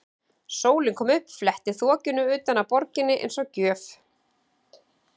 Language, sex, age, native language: Icelandic, female, 40-49, Icelandic